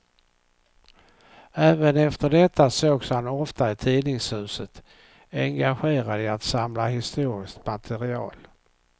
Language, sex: Swedish, male